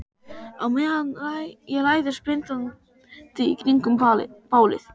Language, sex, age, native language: Icelandic, male, 12, Icelandic